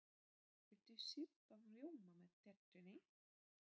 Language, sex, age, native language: Icelandic, female, 30-39, Polish